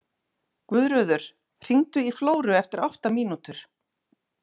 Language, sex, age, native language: Icelandic, female, 40-49, Icelandic